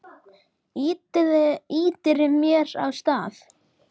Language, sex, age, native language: Icelandic, male, 10, Icelandic